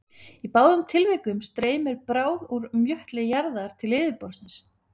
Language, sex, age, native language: Icelandic, female, 30-39, Icelandic